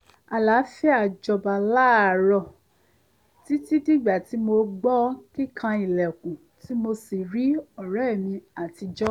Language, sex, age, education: Yoruba, female, 30-45, tertiary